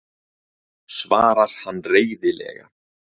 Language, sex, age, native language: Icelandic, male, 30-39, Icelandic